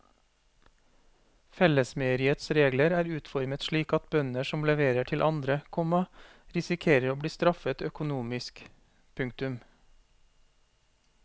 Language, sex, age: Norwegian, male, 40